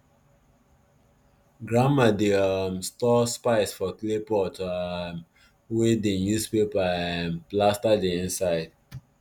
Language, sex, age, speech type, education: Nigerian Pidgin, male, 15-29, spontaneous, tertiary